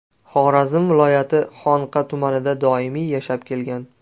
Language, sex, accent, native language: Uzbek, male, Andijon, Uzbek